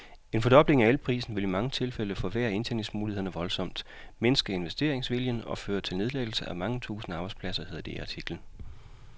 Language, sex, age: Danish, male, 40